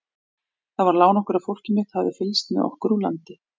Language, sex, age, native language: Icelandic, female, 40-49, Icelandic